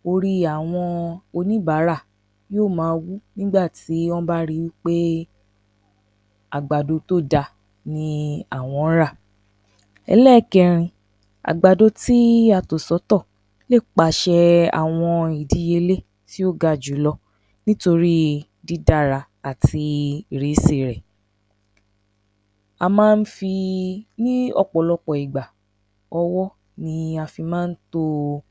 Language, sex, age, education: Yoruba, female, 30-45, tertiary